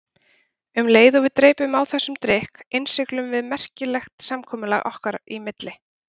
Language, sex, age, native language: Icelandic, female, 30-39, Icelandic